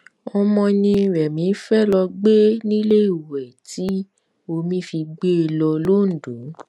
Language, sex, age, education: Yoruba, female, 15-29, tertiary